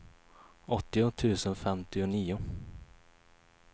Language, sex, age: Swedish, male, 21